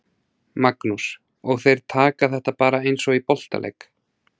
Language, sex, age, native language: Icelandic, male, 30-39, Icelandic